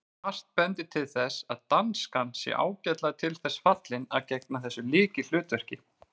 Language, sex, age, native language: Icelandic, male, 40-49, Icelandic